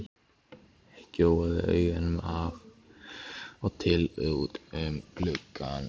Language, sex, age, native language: Icelandic, male, 15, Icelandic